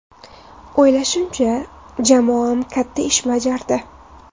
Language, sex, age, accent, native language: Uzbek, female, 19-29, Toshkent viloyati, Uzbek